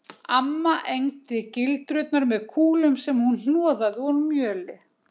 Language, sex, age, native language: Icelandic, female, 60-69, Icelandic